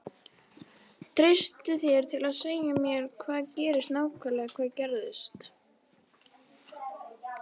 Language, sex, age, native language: Icelandic, female, 18-19, Icelandic